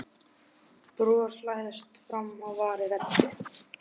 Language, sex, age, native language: Icelandic, male, 12, Icelandic